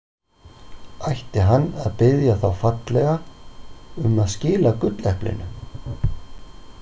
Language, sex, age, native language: Icelandic, male, 40-49, Icelandic